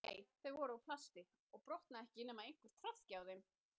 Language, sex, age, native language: Icelandic, female, 30-39, Icelandic